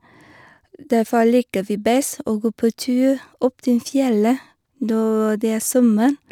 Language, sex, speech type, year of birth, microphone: Norwegian, female, spontaneous, 1973, Sennheiser